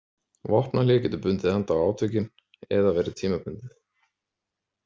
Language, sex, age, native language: Icelandic, male, 30-39, Icelandic